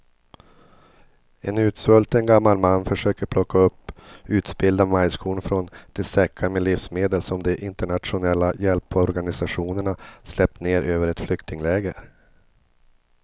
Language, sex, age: Swedish, male, 50